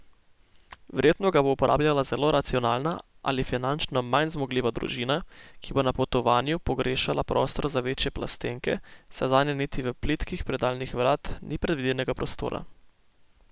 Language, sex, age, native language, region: Slovenian, male, 18-29, Slovenian, Posavska region